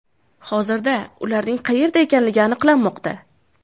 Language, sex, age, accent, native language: Uzbek, female, under 19, Toshkent viloyati, Uzbek